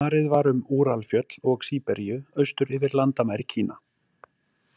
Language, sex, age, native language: Icelandic, male, 40-49, Icelandic